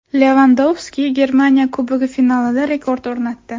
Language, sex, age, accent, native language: Uzbek, female, 18-24, Toshkent viloyati, Uzbek